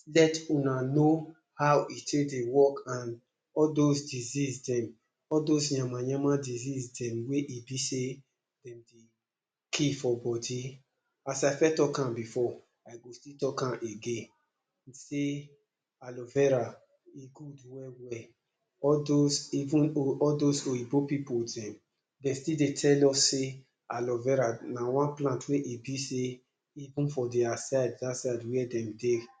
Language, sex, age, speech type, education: Nigerian Pidgin, male, 30-45, spontaneous, tertiary